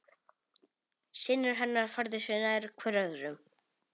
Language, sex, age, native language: Icelandic, male, 18-19, Polish